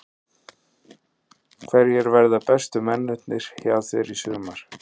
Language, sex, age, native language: Icelandic, male, 30-39, Icelandic